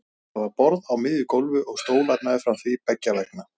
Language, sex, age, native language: Icelandic, male, 40-49, Icelandic